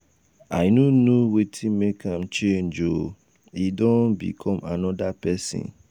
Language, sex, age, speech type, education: Nigerian Pidgin, male, 15-29, spontaneous, tertiary